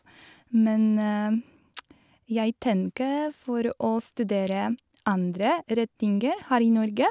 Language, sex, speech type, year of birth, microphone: Norwegian, female, spontaneous, 1986, Shure